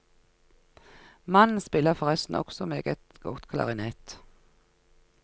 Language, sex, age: Norwegian, female, 49